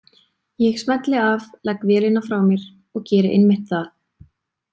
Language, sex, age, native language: Icelandic, female, 20-29, Icelandic